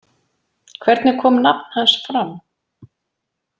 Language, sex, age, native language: Icelandic, female, 40-49, Icelandic